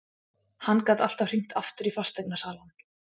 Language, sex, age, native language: Icelandic, female, 20-29, Icelandic